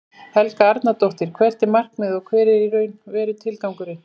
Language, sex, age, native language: Icelandic, female, 40-49, Icelandic